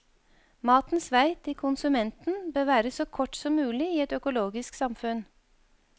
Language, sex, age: Norwegian, female, 52